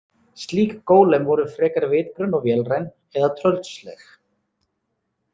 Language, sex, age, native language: Icelandic, male, 30-39, Icelandic